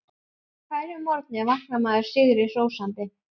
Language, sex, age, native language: Icelandic, female, 11, Icelandic